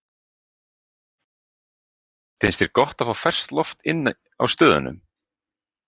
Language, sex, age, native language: Icelandic, male, 20-29, Icelandic